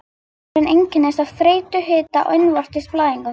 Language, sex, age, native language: Icelandic, female, 50-59, Icelandic